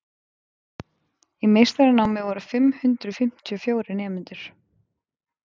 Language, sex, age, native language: Icelandic, female, 20-29, Icelandic